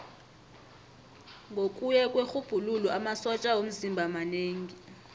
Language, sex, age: South Ndebele, female, 25